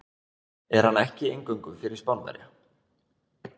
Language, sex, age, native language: Icelandic, male, 20-29, Icelandic